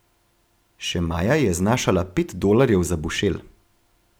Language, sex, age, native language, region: Slovenian, male, 18-29, Slovenian, Gorenjska region